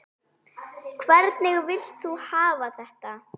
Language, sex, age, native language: Icelandic, female, 9, Icelandic